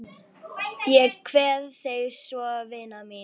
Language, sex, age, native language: Icelandic, female, 11, Icelandic